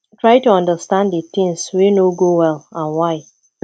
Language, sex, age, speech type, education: Nigerian Pidgin, female, 15-29, spontaneous, tertiary